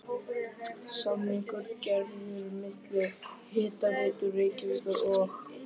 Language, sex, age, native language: Icelandic, male, 12, Icelandic